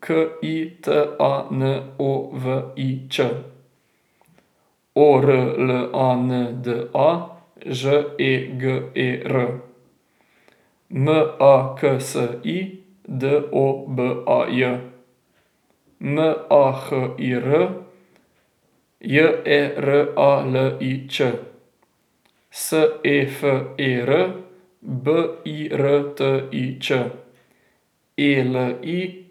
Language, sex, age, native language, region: Slovenian, male, 18-29, Slovenian, Drava region